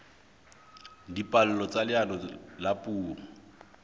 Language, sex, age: Southern Sotho, male, 26